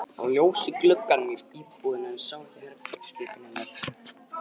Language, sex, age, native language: Icelandic, male, 20-29, Icelandic